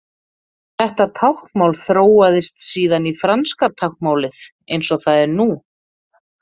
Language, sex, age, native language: Icelandic, female, 30-39, Icelandic